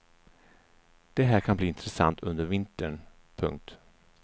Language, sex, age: Swedish, male, 34